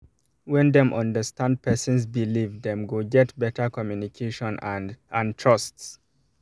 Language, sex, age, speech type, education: Nigerian Pidgin, male, 30-45, spontaneous, tertiary